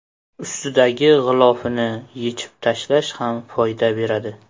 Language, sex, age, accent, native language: Uzbek, male, 18-24, Qashqadaryo, Uzbek